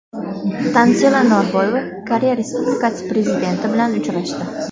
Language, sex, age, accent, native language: Uzbek, female, 19-29, Farg'ona, Uzbek